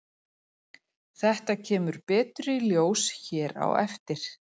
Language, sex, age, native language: Icelandic, female, 40-49, Icelandic